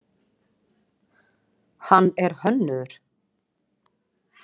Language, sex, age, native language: Icelandic, female, 40-49, Icelandic